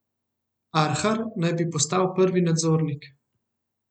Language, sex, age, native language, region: Slovenian, male, 18-29, Slovenian, Central Slovenia